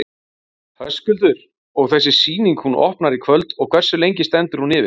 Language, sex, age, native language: Icelandic, male, 40-49, Icelandic